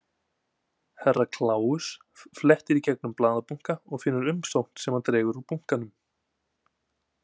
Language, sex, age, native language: Icelandic, male, 20-29, Icelandic